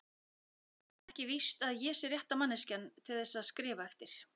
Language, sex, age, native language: Icelandic, female, 40-49, Icelandic